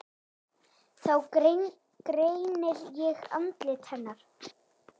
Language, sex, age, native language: Icelandic, female, 8, Icelandic